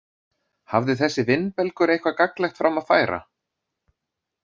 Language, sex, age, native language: Icelandic, male, 30-39, Icelandic